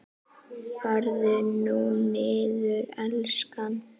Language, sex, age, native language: Icelandic, female, 7, Icelandic